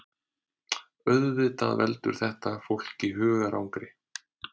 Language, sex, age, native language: Icelandic, male, 30-39, Icelandic